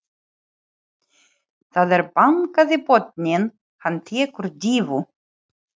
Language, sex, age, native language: Icelandic, female, 40-49, Ukrainian